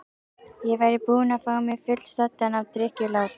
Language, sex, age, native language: Icelandic, female, 12, Icelandic